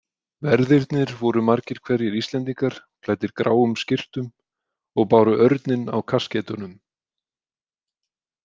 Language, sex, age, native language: Icelandic, male, 20-29, Icelandic